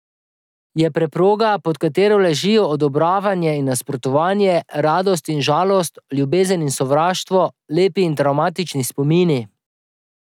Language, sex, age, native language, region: Slovenian, male, 30-49, Slovenian, Drava region